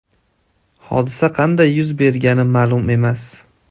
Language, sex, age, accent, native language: Uzbek, male, 25-34, Andijon, Uzbek